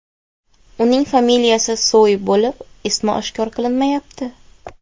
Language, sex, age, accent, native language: Uzbek, female, 18-24, Xorazm, Uzbek